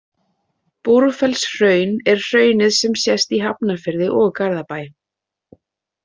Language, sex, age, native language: Icelandic, female, 30-39, Icelandic